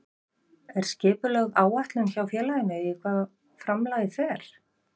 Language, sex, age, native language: Icelandic, female, 50-59, Icelandic